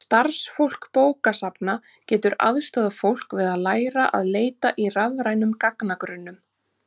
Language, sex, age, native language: Icelandic, female, 30-39, Icelandic